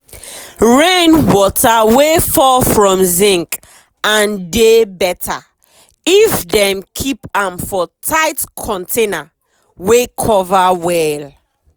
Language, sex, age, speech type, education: Nigerian Pidgin, female, 15-29, spontaneous, tertiary